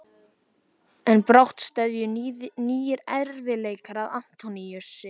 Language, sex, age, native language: Icelandic, male, 14, Icelandic